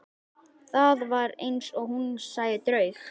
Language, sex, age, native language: Icelandic, male, 11, Icelandic